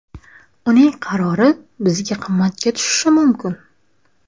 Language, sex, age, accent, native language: Uzbek, female, 25-34, Buxoro, Uzbek